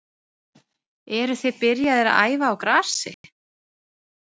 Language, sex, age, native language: Icelandic, female, 30-39, Icelandic